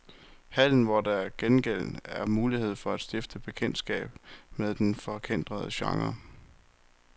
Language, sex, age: Danish, male, 23